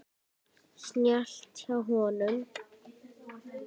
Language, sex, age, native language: Icelandic, female, 10, Icelandic